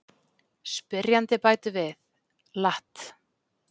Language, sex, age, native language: Icelandic, female, 40-49, Icelandic